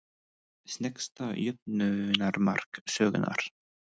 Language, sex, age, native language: Icelandic, male, 20-29, English